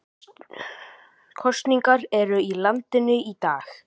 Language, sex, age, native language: Icelandic, male, 18-19, Icelandic